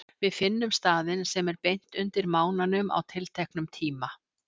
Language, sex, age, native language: Icelandic, female, 60-69, Icelandic